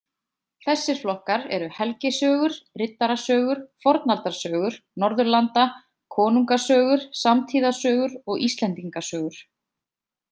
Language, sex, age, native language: Icelandic, female, 20-29, Icelandic